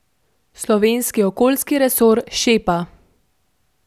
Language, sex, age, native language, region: Slovenian, female, 12-17, Slovenian, Central Slovenia